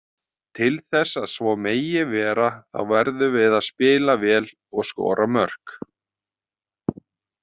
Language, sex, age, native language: Icelandic, male, 30-39, Icelandic